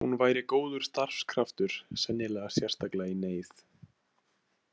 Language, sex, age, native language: Icelandic, male, 18-19, Icelandic